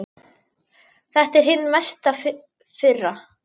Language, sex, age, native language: Icelandic, female, 10, Icelandic